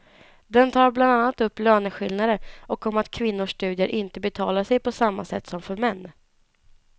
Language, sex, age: Swedish, female, 19